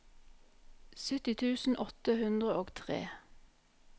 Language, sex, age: Norwegian, female, 44